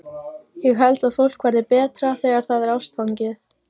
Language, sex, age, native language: Icelandic, female, 14, Icelandic